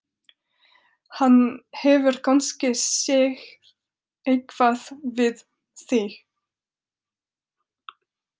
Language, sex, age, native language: Icelandic, female, 30-39, French